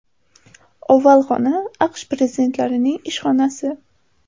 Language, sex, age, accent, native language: Uzbek, female, 18-24, Samarqand, Uzbek